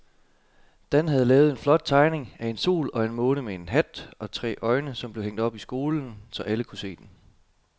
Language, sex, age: Danish, male, 27